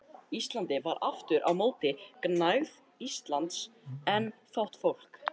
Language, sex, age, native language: Icelandic, male, 13, Icelandic